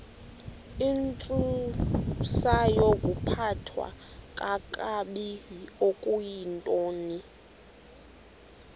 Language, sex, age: Xhosa, female, 20